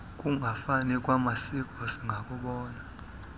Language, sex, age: Xhosa, male, 26